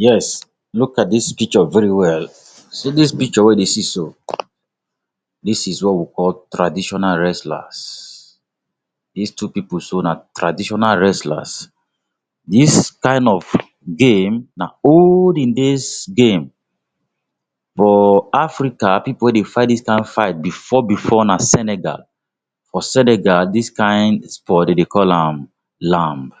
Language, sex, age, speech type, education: Nigerian Pidgin, male, 46-60, spontaneous, tertiary